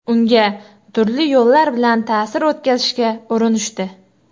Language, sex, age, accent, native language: Uzbek, female, 18-24, Toshkent shahri, Uzbek